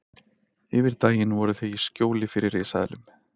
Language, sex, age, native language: Icelandic, male, 30-39, Icelandic